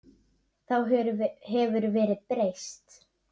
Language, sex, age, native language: Icelandic, female, 7, Icelandic